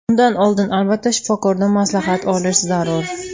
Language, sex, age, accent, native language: Uzbek, female, 19-29, Toshkent shahri, Uzbek